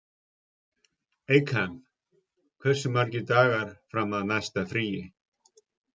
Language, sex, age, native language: Icelandic, male, 50-59, Icelandic